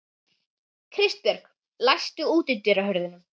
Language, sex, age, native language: Icelandic, female, 11, Icelandic